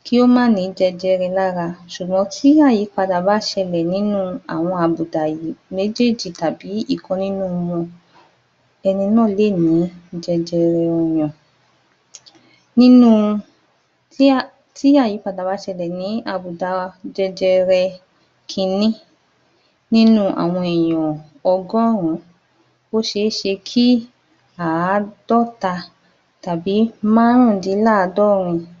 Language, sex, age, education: Yoruba, female, 30-45, tertiary